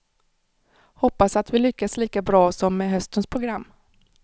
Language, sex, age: Swedish, female, 35